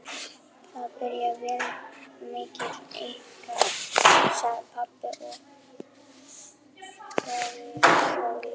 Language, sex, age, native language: Icelandic, female, 11, German